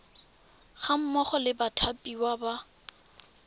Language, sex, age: Tswana, female, 21